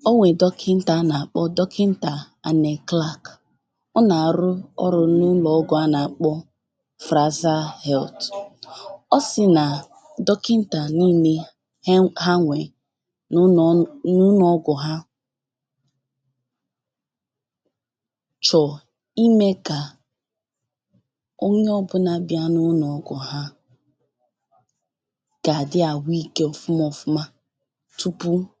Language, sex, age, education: Igbo, female, 15-29, tertiary